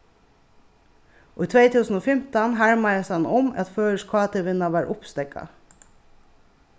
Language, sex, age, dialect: Faroese, female, 36-60, Suðurstreymoy